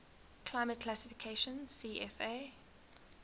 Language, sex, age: English, female, 20